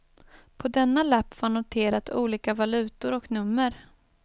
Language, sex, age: Swedish, female, 23